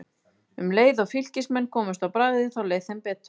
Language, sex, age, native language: Icelandic, female, 30-39, Icelandic